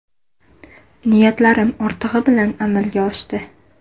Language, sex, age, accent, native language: Uzbek, female, under 19, Andijon, Uzbek